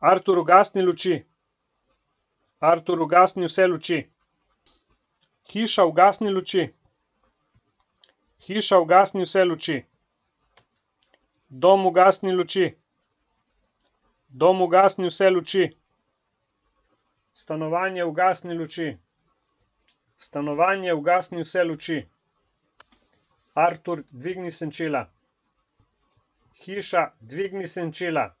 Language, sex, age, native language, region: Slovenian, male, 50-59, Slovenian, Coastal Karst region